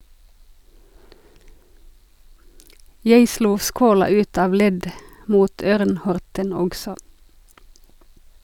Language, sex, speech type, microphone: Norwegian, female, read, Sennheiser